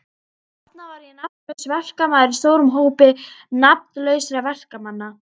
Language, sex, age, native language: Icelandic, female, 12, Icelandic